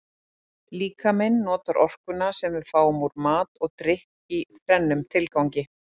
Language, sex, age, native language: Icelandic, female, 40-49, Icelandic